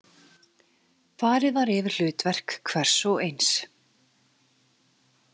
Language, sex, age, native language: Icelandic, female, 30-39, Icelandic